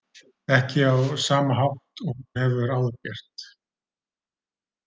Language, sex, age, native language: Icelandic, male, 30-39, Icelandic